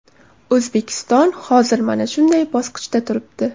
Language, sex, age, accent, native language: Uzbek, female, 18-24, Samarqand, Uzbek